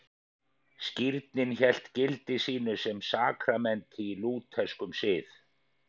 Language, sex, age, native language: Icelandic, male, 50-59, Icelandic